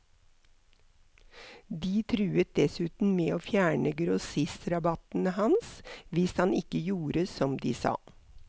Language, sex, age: Norwegian, female, 63